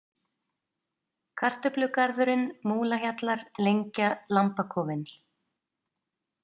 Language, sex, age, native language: Icelandic, female, 30-39, Icelandic